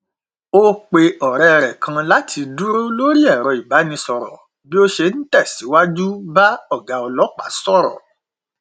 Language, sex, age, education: Yoruba, male, 46-60, tertiary